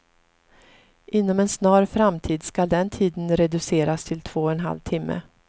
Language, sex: Swedish, female